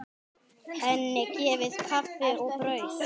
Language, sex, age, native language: Icelandic, male, 10, Icelandic